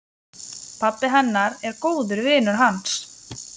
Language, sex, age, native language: Icelandic, female, 20-29, Lithuanian